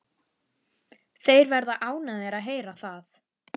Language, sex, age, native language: Icelandic, female, 11, Icelandic